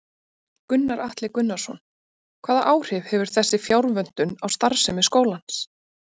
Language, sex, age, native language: Icelandic, female, 30-39, Icelandic